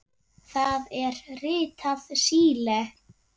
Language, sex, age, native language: Icelandic, female, 8, Icelandic